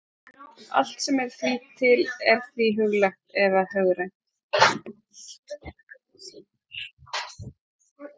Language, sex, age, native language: Icelandic, female, 40-49, Icelandic